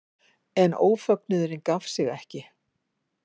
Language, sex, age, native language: Icelandic, female, 50-59, Icelandic